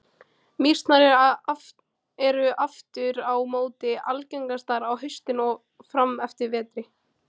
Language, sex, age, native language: Icelandic, female, 18-19, Icelandic